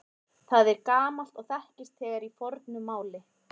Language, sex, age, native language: Icelandic, female, 30-39, Icelandic